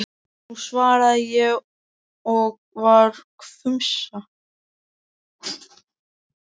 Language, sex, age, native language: Icelandic, male, 13, Icelandic